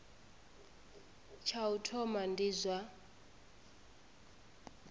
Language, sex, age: Venda, female, 25